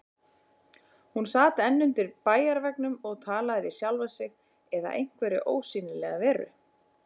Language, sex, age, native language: Icelandic, female, 40-49, Icelandic